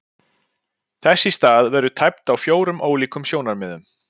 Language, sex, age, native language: Icelandic, male, 40-49, Icelandic